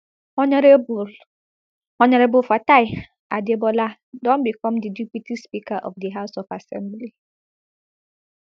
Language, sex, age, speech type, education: Nigerian Pidgin, female, 15-29, spontaneous, tertiary